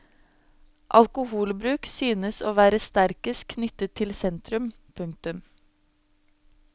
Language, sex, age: Norwegian, female, 26